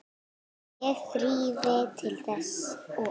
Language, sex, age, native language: Icelandic, female, 9, Icelandic